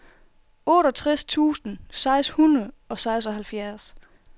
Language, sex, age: Danish, female, 24